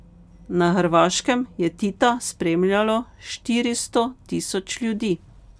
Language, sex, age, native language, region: Slovenian, female, 50-59, Slovenian, Pomurje region